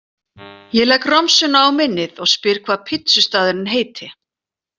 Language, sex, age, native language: Icelandic, female, 40-49, Icelandic